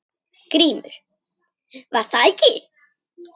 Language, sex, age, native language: Icelandic, female, 9, Icelandic